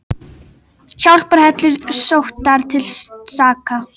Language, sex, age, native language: Icelandic, female, 18-19, Icelandic